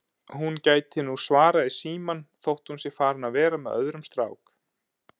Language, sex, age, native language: Icelandic, male, 30-39, Icelandic